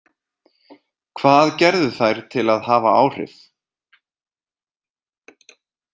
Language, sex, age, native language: Icelandic, male, 30-39, Icelandic